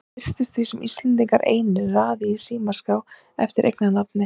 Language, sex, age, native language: Icelandic, female, 30-39, Icelandic